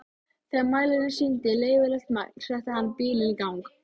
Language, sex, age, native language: Icelandic, female, 13, Icelandic